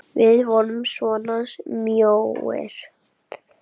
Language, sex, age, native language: Icelandic, female, 8, Icelandic